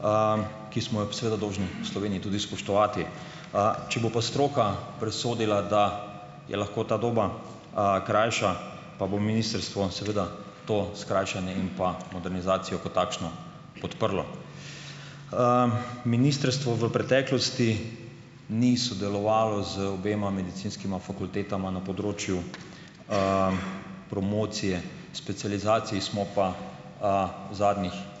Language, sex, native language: Slovenian, male, Slovenian